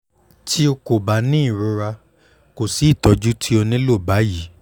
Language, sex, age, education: Yoruba, male, 15-29, tertiary